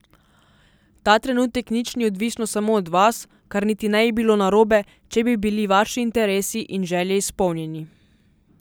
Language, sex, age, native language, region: Slovenian, female, 18-29, Slovenian, Southeast Slovenia